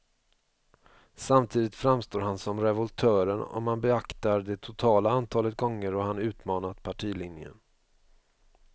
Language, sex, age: Swedish, male, 45